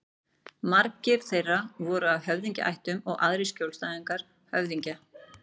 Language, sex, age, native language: Icelandic, female, 40-49, Icelandic